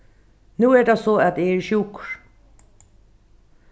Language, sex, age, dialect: Faroese, female, 36-60, Norðuroyggjar